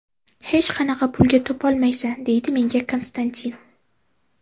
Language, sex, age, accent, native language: Uzbek, female, 18-24, Toshkent viloyati, Uzbek